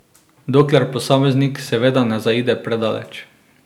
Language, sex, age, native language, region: Slovenian, male, 18-29, Slovenian, Drava region